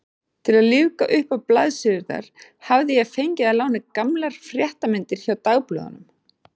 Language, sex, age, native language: Icelandic, female, 40-49, Icelandic